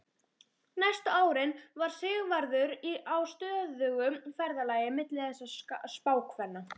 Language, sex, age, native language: Icelandic, female, 12, Icelandic